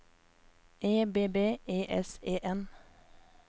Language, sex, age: Norwegian, female, 24